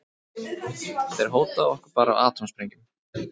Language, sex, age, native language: Icelandic, male, 30-39, Icelandic